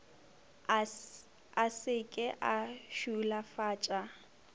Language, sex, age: Northern Sotho, female, 25